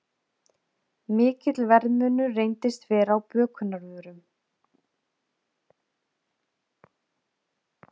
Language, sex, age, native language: Icelandic, female, 30-39, Icelandic